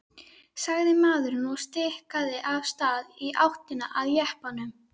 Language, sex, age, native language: Icelandic, female, 12, Icelandic